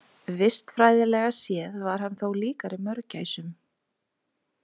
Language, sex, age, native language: Icelandic, female, 20-29, Icelandic